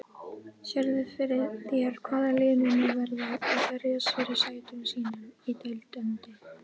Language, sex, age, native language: Icelandic, female, 18-19, Icelandic